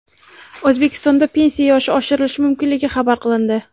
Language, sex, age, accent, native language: Uzbek, female, 18-24, Samarqand, Uzbek